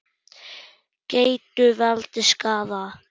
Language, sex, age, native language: Icelandic, male, 8, German